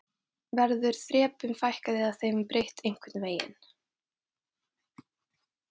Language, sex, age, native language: Icelandic, female, 18-19, Thai